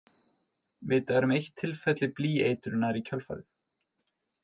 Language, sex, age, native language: Icelandic, male, 20-29, Icelandic